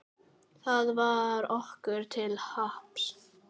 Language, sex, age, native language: Icelandic, male, 9, Icelandic